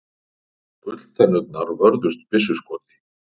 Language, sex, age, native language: Icelandic, male, 40-49, Icelandic